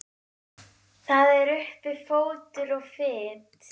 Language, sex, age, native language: Icelandic, female, 11, Icelandic